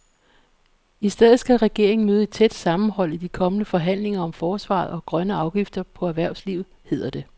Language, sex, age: Danish, female, 48